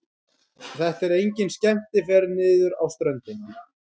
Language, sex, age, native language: Icelandic, female, 12, Icelandic